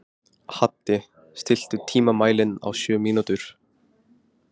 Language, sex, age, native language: Icelandic, male, 15, Icelandic